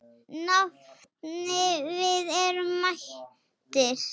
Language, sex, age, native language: Icelandic, female, 6, Icelandic